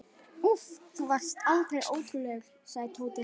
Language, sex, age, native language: Icelandic, female, 11, Icelandic